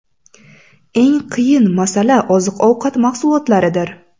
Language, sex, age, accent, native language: Uzbek, female, 18-24, Samarqand, Uzbek